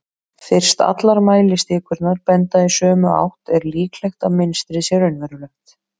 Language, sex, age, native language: Icelandic, female, 30-39, Icelandic